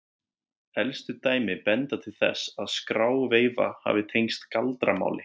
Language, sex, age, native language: Icelandic, male, 20-29, Icelandic